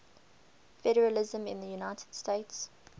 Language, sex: English, female